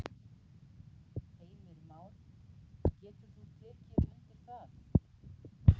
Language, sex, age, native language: Icelandic, female, 40-49, Icelandic